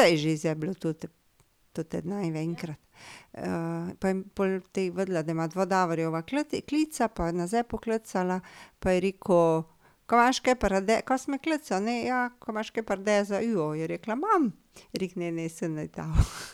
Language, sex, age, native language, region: Slovenian, female, 50-59, Slovenian, Drava region